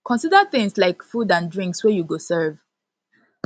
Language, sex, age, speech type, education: Nigerian Pidgin, female, 15-29, spontaneous, tertiary